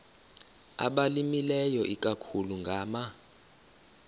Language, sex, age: Xhosa, male, 24